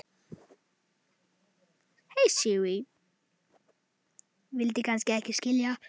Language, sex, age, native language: Icelandic, male, 10, Icelandic